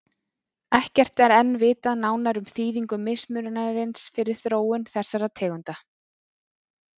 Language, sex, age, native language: Icelandic, female, 30-39, Icelandic